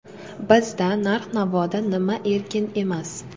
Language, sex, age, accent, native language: Uzbek, female, 18-24, Sirdaryo, Uzbek